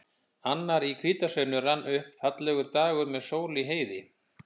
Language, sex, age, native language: Icelandic, male, 50-59, Icelandic